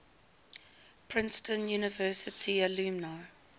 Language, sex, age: English, female, 19